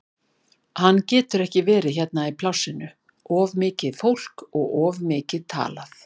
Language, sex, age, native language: Icelandic, female, 50-59, Icelandic